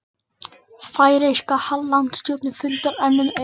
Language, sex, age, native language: Icelandic, other, 60-69, Icelandic